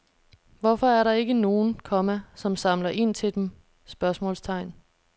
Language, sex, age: Danish, female, 26